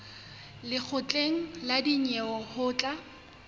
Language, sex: Southern Sotho, female